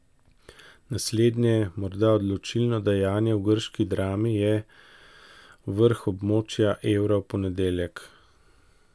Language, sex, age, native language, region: Slovenian, male, 50-59, Slovenian, Central Slovenia